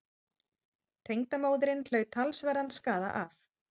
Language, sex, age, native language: Icelandic, female, 30-39, Icelandic